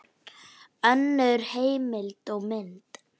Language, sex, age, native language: Icelandic, female, 9, Icelandic